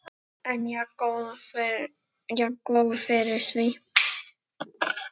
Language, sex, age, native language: Icelandic, male, 9, Icelandic